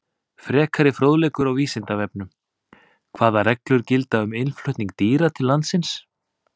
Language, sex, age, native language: Icelandic, male, 30-39, Icelandic